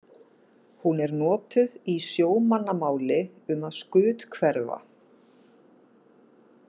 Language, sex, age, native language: Icelandic, female, 50-59, Icelandic